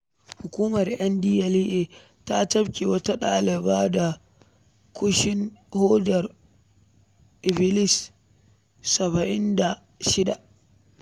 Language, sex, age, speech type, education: Hausa, female, 15-29, read, primary